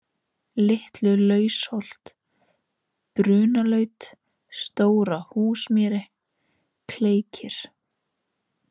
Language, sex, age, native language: Icelandic, female, 18-19, Icelandic